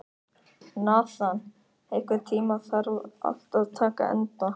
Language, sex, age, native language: Icelandic, male, 18-19, Icelandic